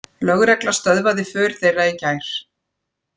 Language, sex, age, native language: Icelandic, female, 40-49, Icelandic